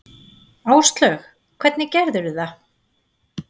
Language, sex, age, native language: Icelandic, female, 40-49, Icelandic